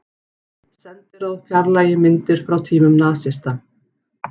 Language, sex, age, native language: Icelandic, female, 40-49, Icelandic